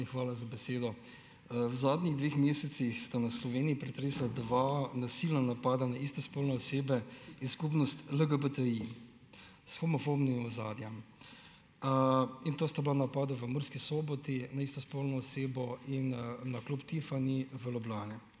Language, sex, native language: Slovenian, male, Slovenian